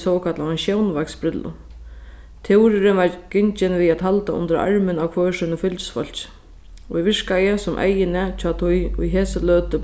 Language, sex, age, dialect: Faroese, female, 15-35, Sandoy